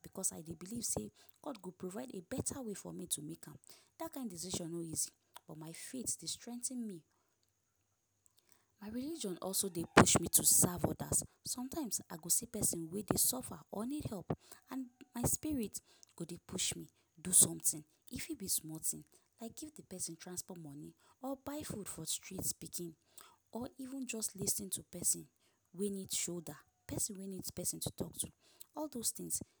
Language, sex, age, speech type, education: Nigerian Pidgin, female, 15-29, spontaneous, tertiary